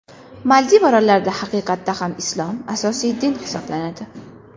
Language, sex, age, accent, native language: Uzbek, female, 19-29, Qashqadaryo, Uzbek